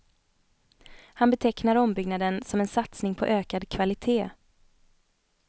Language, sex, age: Swedish, female, 29